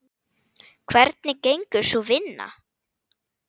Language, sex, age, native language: Icelandic, female, 8, Icelandic